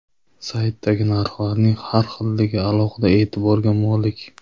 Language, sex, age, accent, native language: Uzbek, male, 25-34, Qashqadaryo, Uzbek